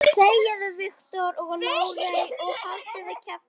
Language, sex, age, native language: Icelandic, female, 10, Icelandic